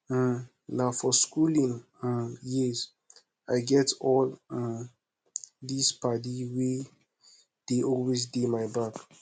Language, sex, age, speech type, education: Nigerian Pidgin, male, 15-29, spontaneous, secondary